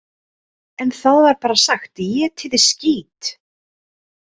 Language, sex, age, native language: Icelandic, female, 30-39, Icelandic